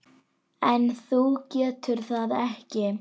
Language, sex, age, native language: Icelandic, female, 9, Icelandic